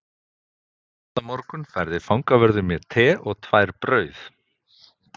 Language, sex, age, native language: Icelandic, male, 50-59, Icelandic